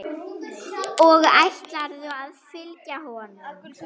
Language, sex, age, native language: Icelandic, female, 7, German